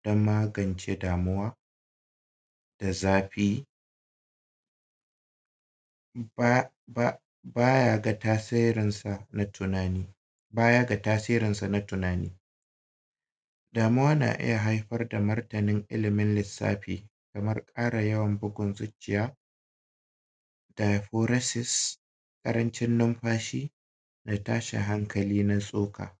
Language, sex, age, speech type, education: Hausa, male, 30-45, spontaneous, primary